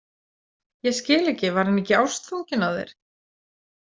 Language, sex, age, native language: Icelandic, female, 40-49, Icelandic